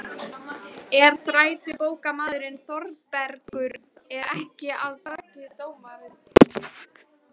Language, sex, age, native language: Icelandic, female, 11, Icelandic